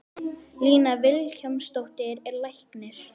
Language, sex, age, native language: Icelandic, female, 11, Icelandic